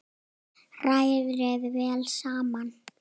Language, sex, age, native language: Icelandic, female, 8, Icelandic